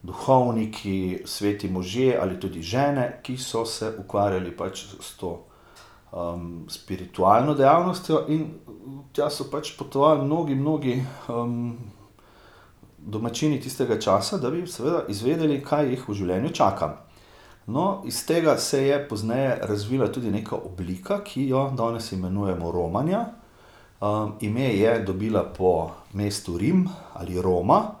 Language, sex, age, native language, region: Slovenian, male, 50-59, Slovenian, Gorica region